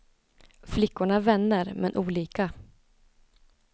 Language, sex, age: Swedish, female, 20